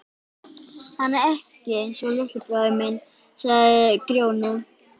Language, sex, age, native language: Icelandic, female, 11, Icelandic